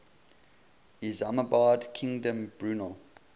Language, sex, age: English, male, 20